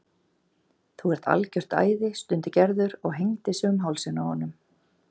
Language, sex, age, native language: Icelandic, female, 40-49, Icelandic